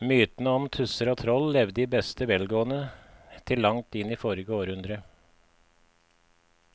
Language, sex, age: Norwegian, male, 53